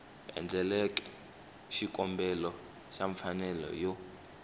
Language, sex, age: Tsonga, male, 19